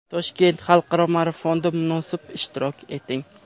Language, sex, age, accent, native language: Uzbek, male, 18-24, Andijon, Uzbek